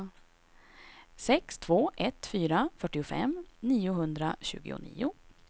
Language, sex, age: Swedish, female, 26